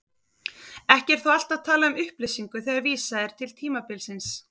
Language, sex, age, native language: Icelandic, female, 30-39, Icelandic